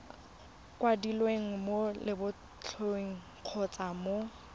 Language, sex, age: Tswana, female, 20